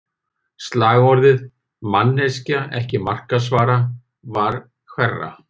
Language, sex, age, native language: Icelandic, male, 50-59, Icelandic